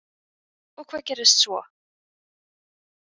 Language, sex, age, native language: Icelandic, female, 20-29, Icelandic